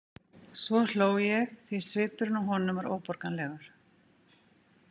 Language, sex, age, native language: Icelandic, female, 50-59, Icelandic